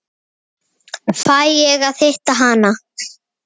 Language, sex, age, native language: Icelandic, male, 8, Icelandic